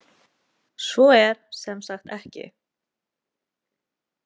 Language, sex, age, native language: Icelandic, female, 20-29, Icelandic